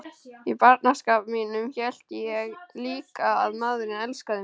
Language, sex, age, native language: Icelandic, male, 12, Icelandic